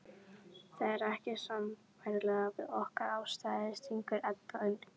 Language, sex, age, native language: Icelandic, female, 11, Icelandic